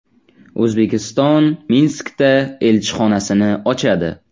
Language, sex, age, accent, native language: Uzbek, male, 18-24, Navoiy, Uzbek